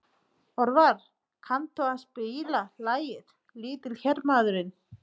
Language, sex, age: Icelandic, female, 30-39